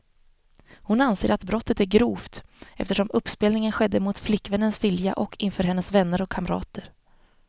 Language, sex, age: Swedish, female, 25